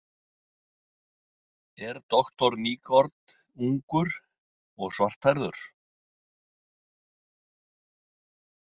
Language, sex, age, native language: Icelandic, male, 60-69, Icelandic